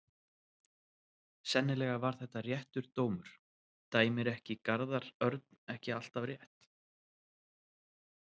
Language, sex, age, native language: Icelandic, male, 30-39, Icelandic